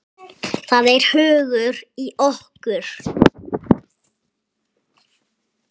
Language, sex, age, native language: Icelandic, male, 7, Icelandic